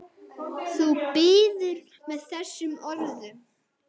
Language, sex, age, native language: Icelandic, male, 9, Icelandic